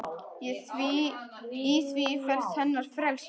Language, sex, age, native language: Icelandic, male, 10, Icelandic